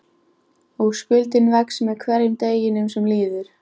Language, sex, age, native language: Icelandic, female, 14, Icelandic